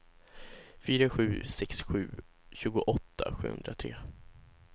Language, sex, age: Swedish, male, 16